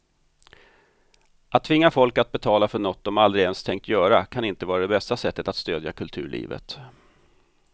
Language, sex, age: Swedish, male, 45